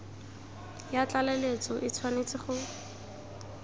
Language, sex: Tswana, female